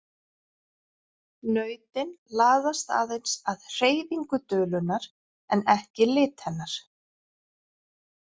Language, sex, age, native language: Icelandic, female, 40-49, Icelandic